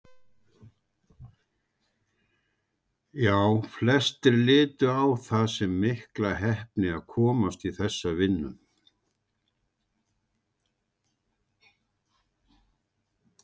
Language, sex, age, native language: Icelandic, male, 60-69, Icelandic